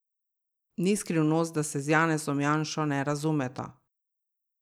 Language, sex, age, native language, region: Slovenian, female, 30-49, Slovenian, Drava region